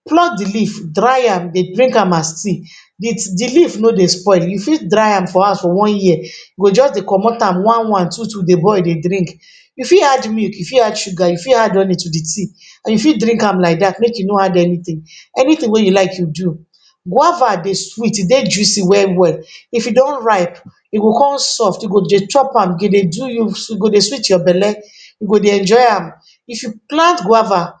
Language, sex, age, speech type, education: Nigerian Pidgin, female, 46-60, spontaneous, tertiary